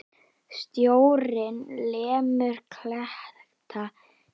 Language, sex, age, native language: Icelandic, male, 10, Icelandic